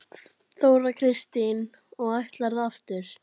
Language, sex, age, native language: Icelandic, female, 10, Icelandic